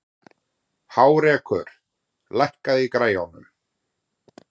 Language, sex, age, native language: Icelandic, male, 40-49, Icelandic